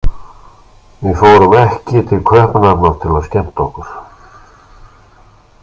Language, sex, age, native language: Icelandic, male, 60-69, Icelandic